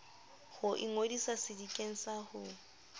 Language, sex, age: Southern Sotho, female, 25